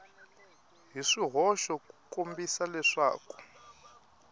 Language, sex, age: Tsonga, male, 21